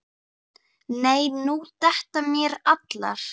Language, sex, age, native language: Icelandic, female, 9, Icelandic